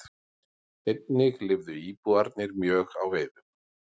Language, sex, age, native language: Icelandic, male, 40-49, Icelandic